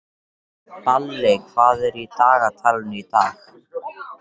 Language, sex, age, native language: Icelandic, male, 13, Icelandic